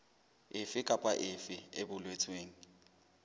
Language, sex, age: Southern Sotho, male, 21